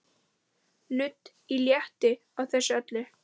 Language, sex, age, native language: Icelandic, female, 10, Icelandic